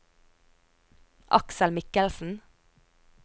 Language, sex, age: Norwegian, female, 22